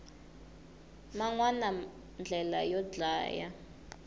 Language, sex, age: Tsonga, female, 21